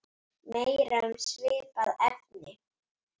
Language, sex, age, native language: Icelandic, female, 8, Icelandic